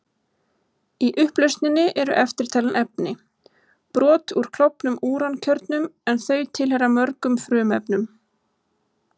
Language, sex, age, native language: Icelandic, female, 20-29, Icelandic